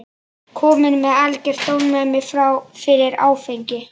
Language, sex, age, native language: Icelandic, male, 11, Icelandic